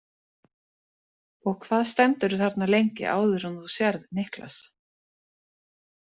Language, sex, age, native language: Icelandic, female, 30-39, Icelandic